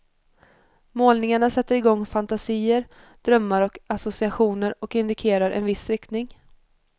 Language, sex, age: Swedish, female, 21